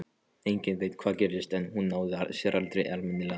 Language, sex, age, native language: Icelandic, male, 13, Polish